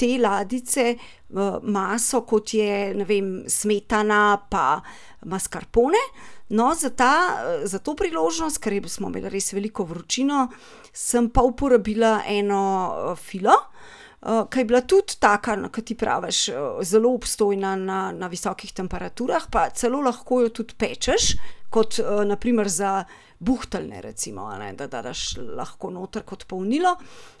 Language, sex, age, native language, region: Slovenian, female, 30-49, Slovenian, Central Slovenia